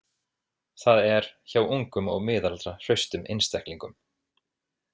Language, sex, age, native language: Icelandic, male, 30-39, Icelandic